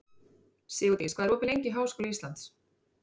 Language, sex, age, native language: Icelandic, female, 30-39, Icelandic